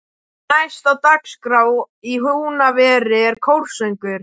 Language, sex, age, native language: Icelandic, male, 12, Icelandic